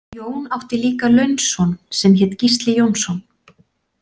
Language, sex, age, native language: Icelandic, female, 40-49, Icelandic